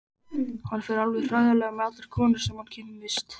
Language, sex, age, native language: Icelandic, male, 14, Icelandic